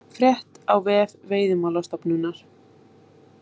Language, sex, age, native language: Icelandic, female, 20-29, Icelandic